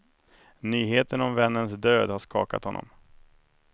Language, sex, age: Swedish, male, 31